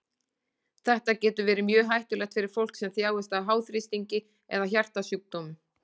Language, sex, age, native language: Icelandic, female, 40-49, Icelandic